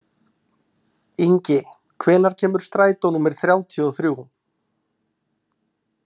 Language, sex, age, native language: Icelandic, male, 40-49, Icelandic